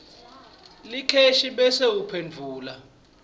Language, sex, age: Swati, male, 26